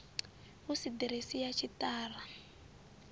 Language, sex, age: Venda, female, 20